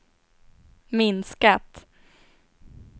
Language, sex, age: Swedish, female, 18